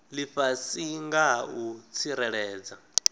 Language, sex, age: Venda, male, 19